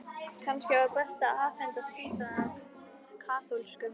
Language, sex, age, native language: Icelandic, female, 11, Icelandic